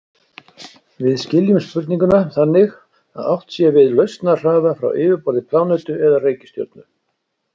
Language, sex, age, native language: Icelandic, male, 60-69, Icelandic